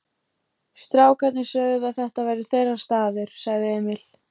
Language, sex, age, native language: Icelandic, female, 14, Icelandic